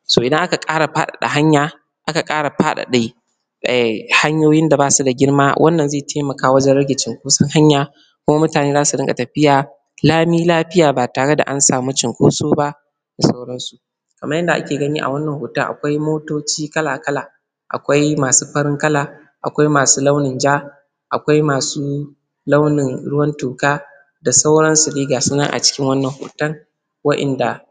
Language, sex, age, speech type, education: Hausa, male, 15-29, spontaneous, primary